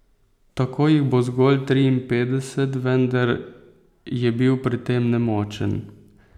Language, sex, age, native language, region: Slovenian, male, 18-29, Slovenian, Posavska region